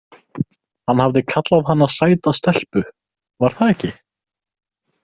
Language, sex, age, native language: Icelandic, male, 18-19, Icelandic